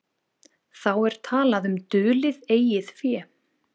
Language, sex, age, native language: Icelandic, female, 20-29, Icelandic